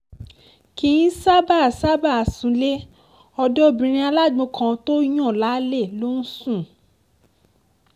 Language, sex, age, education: Yoruba, female, 15-29, tertiary